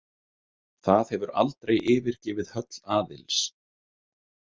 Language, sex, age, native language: Icelandic, male, 30-39, Icelandic